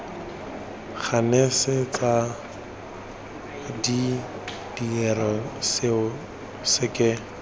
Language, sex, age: Tswana, male, 21